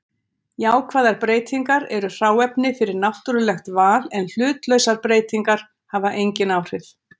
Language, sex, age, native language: Icelandic, female, 60-69, Icelandic